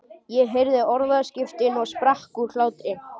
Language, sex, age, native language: Icelandic, male, 12, Icelandic